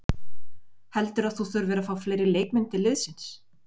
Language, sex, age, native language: Icelandic, female, 20-29, Icelandic